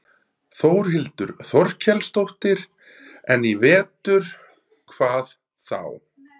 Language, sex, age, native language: Icelandic, male, 30-39, Icelandic